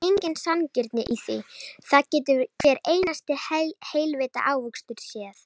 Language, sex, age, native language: Icelandic, female, 30-39, Icelandic